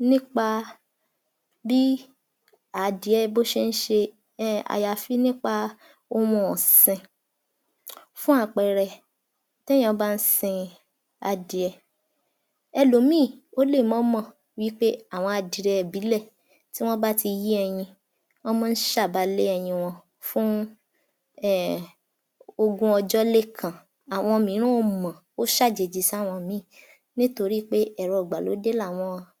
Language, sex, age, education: Yoruba, female, 46-60, tertiary